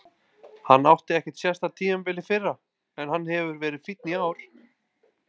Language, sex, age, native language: Icelandic, male, 20-29, Icelandic